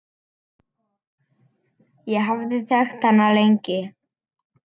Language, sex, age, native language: Icelandic, male, 10, Icelandic